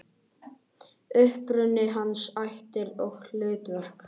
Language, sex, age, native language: Icelandic, male, 18-19, Icelandic